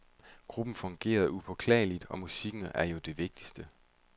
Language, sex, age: Danish, male, 31